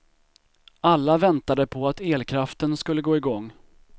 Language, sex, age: Swedish, male, 25